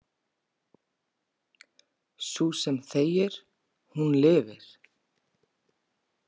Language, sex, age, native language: Icelandic, female, 20-29, Icelandic